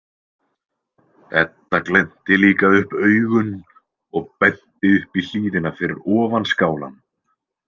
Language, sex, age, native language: Icelandic, male, 20-29, Icelandic